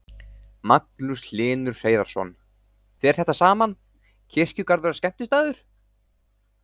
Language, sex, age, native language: Icelandic, male, 18-19, Icelandic